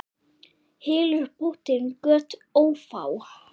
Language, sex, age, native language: Icelandic, male, 10, Icelandic